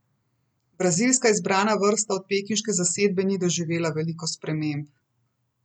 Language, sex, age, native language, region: Slovenian, female, 30-49, Slovenian, Central Slovenia